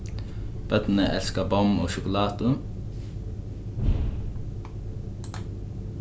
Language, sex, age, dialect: Faroese, male, 15-35, Norðuroyggjar